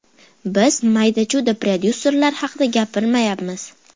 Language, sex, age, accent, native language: Uzbek, female, 12-17, Farg'ona, Uzbek